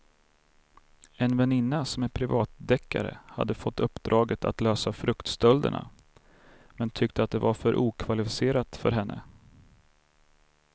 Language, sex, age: Swedish, male, 32